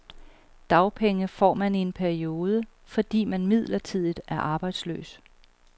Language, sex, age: Danish, female, 38